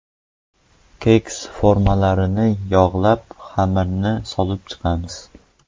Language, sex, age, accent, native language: Uzbek, male, 12-17, Qoraqalpog'iston, Uzbek